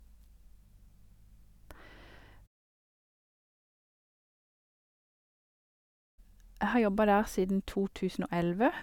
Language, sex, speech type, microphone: Norwegian, female, spontaneous, Sennheiser